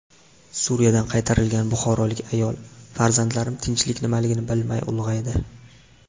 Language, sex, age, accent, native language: Uzbek, male, 18-24, Farg'ona, Uzbek